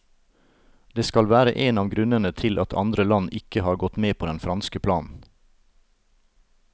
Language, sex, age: Norwegian, male, 38